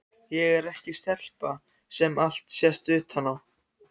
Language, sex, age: Icelandic, other, 14